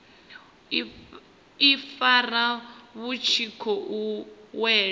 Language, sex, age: Venda, female, 25